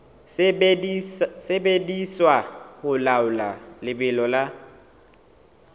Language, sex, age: Southern Sotho, male, 18